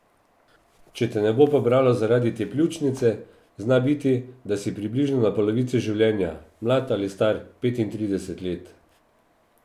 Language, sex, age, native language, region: Slovenian, male, 50-59, Slovenian, Drava region